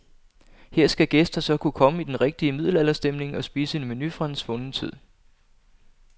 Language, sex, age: Danish, male, 25